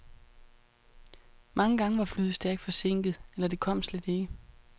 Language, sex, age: Danish, female, 31